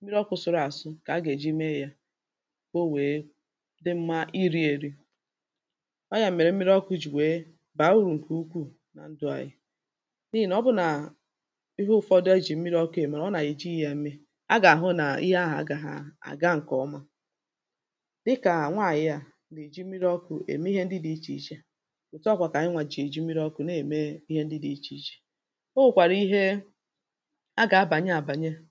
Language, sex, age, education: Igbo, female, 30-45, tertiary